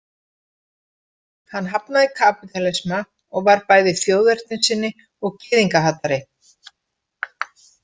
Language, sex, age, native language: Icelandic, female, 50-59, Icelandic